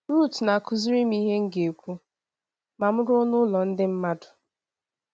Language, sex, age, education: Igbo, female, 15-29, tertiary